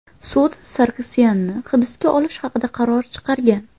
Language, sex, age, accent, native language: Uzbek, female, 18-24, Qashqadaryo, Uzbek